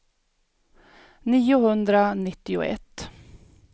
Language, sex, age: Swedish, female, 42